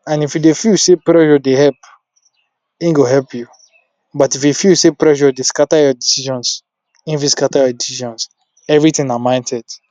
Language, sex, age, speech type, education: Nigerian Pidgin, male, 46-60, spontaneous, tertiary